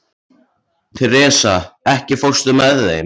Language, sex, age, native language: Icelandic, male, 14, Icelandic